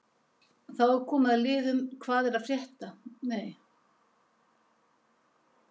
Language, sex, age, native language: Icelandic, female, 70-79, Icelandic